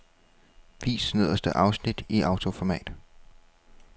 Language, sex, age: Danish, male, 21